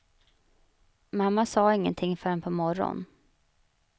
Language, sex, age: Swedish, female, 35